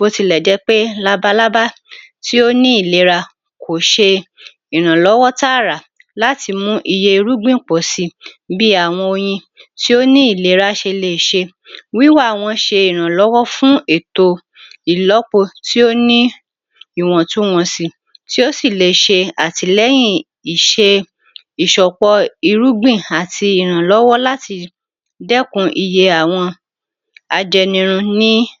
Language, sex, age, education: Yoruba, female, 46-60, tertiary